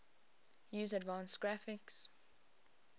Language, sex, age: English, female, 20